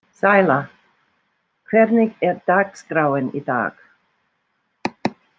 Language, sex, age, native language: Icelandic, female, 60-69, English